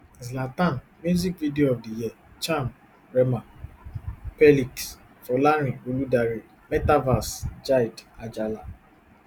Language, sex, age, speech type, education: Nigerian Pidgin, male, 15-29, spontaneous, tertiary